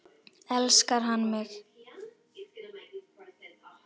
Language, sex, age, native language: Icelandic, female, 9, Icelandic